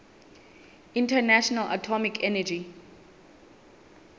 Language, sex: Southern Sotho, female